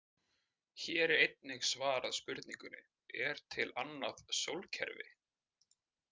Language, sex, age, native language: Icelandic, male, 20-29, Icelandic